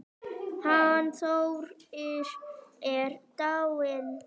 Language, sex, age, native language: Icelandic, female, 9, Icelandic